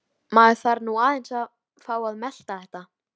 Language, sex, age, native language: Icelandic, female, 13, Icelandic